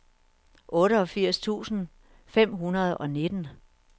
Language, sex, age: Danish, female, 61